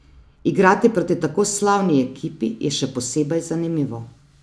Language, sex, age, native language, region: Slovenian, female, 30-49, Slovenian, Savinja region